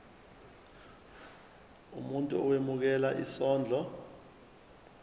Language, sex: Zulu, male